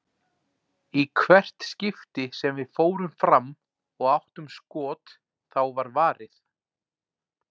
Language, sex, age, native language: Icelandic, male, 40-49, Icelandic